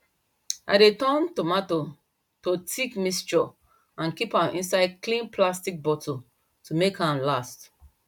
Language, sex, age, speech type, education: Nigerian Pidgin, female, 30-45, spontaneous, tertiary